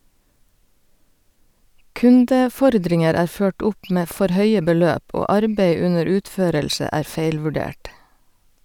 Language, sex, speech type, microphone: Norwegian, female, read, Sennheiser